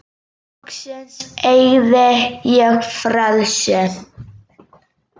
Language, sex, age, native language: Icelandic, male, 10, Icelandic